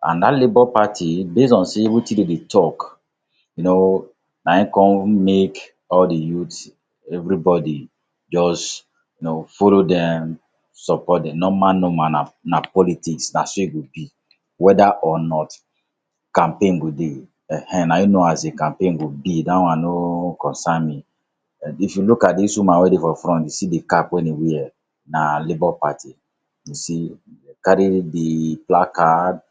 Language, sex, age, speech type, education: Nigerian Pidgin, male, 46-60, spontaneous, tertiary